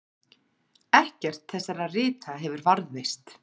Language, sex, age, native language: Icelandic, female, 40-49, Icelandic